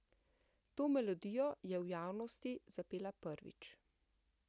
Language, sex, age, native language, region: Slovenian, female, 50-59, Slovenian, Central Slovenia